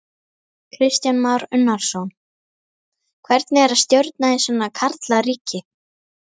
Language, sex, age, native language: Icelandic, female, 11, Icelandic